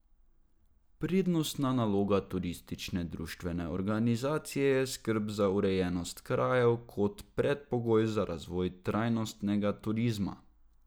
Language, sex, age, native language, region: Slovenian, male, 18-29, Slovenian, Drava region